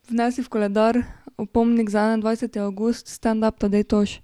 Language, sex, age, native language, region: Slovenian, female, 18-29, Slovenian, Drava region